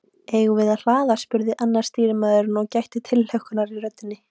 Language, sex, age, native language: Icelandic, female, 18-19, Icelandic